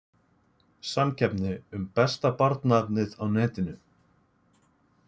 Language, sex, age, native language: Icelandic, male, 20-29, Icelandic